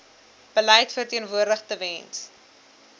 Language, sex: Afrikaans, female